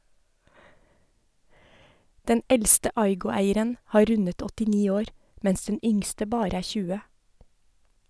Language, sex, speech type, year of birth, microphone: Norwegian, female, read, 1970, Sennheiser